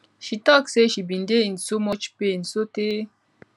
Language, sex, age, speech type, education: Nigerian Pidgin, female, 15-29, spontaneous, tertiary